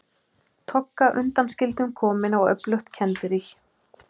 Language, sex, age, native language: Icelandic, male, 12, Icelandic